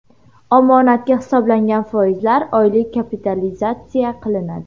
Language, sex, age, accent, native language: Uzbek, female, under 19, Qashqadaryo, Uzbek